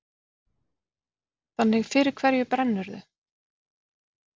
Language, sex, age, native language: Icelandic, female, 40-49, Icelandic